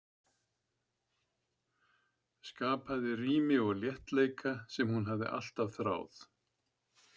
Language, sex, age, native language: Icelandic, male, 70-79, Icelandic